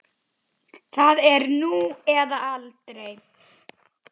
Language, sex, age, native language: Icelandic, female, 10, Icelandic